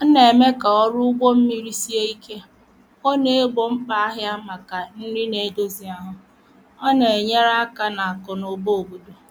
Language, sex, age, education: Igbo, female, 30-45, primary